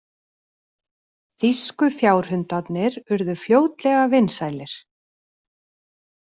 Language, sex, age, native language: Icelandic, female, 40-49, Icelandic